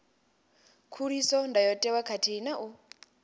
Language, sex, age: Venda, female, 28